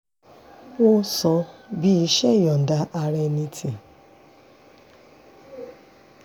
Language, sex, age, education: Yoruba, female, 46-60, secondary